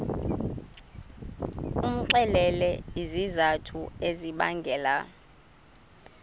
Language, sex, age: Xhosa, female, 20